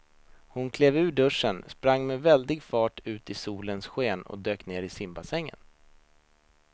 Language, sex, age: Swedish, male, 26